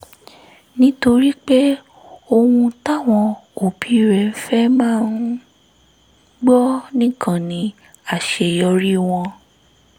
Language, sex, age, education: Yoruba, female, 15-29, tertiary